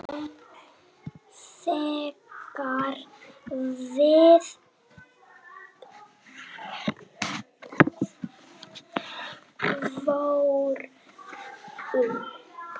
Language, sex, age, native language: Icelandic, female, 6, Icelandic